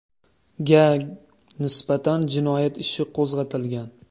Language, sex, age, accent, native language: Uzbek, male, 25-34, Toshkent viloyati, Uzbek